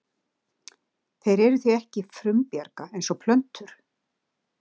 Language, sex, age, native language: Icelandic, female, 60-69, Icelandic